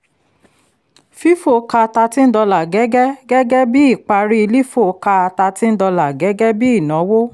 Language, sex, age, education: Yoruba, female, 30-45, tertiary